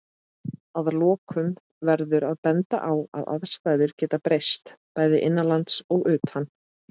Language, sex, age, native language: Icelandic, female, 30-39, Icelandic